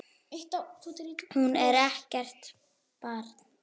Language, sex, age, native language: Icelandic, male, 6, Icelandic